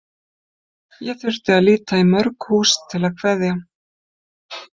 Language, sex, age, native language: Icelandic, female, 50-59, Icelandic